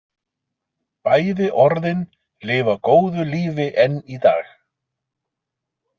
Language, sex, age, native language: Icelandic, male, 40-49, Icelandic